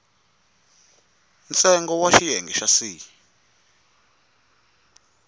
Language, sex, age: Tsonga, male, 22